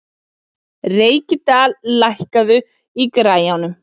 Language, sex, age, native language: Icelandic, female, 40-49, Icelandic